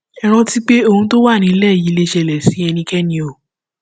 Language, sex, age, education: Yoruba, female, 15-29, tertiary